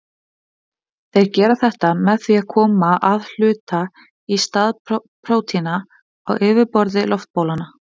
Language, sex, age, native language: Icelandic, female, 20-29, Icelandic